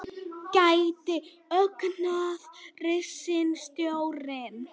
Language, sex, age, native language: Icelandic, female, 18-19, Icelandic